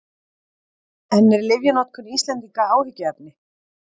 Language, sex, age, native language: Icelandic, female, 30-39, Icelandic